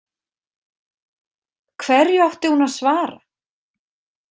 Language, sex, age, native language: Icelandic, female, 50-59, Icelandic